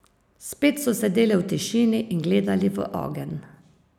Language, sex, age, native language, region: Slovenian, female, 50-59, Slovenian, Savinja region